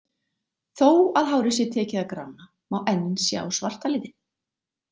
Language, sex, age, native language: Icelandic, female, 40-49, Icelandic